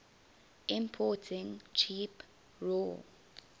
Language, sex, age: English, female, 20